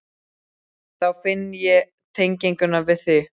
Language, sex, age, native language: Icelandic, male, 12, Icelandic